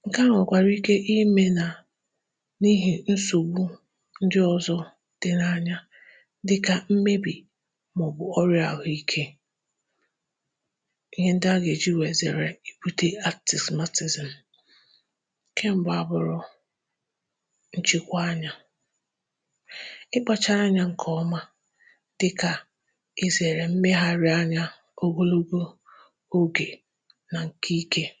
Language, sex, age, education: Igbo, female, 15-29, tertiary